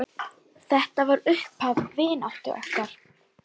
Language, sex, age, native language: Icelandic, female, 9, Icelandic